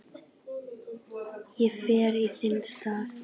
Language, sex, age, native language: Icelandic, female, 10, Icelandic